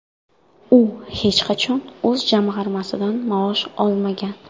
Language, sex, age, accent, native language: Uzbek, female, 19-29, Qoraqalpog'iston, Karakalpak